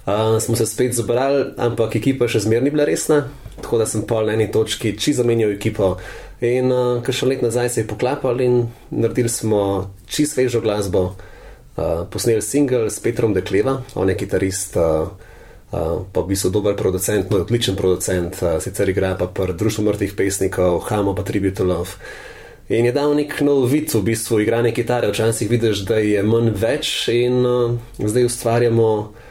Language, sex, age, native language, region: Slovenian, male, 30-49, Slovenian, Central Slovenia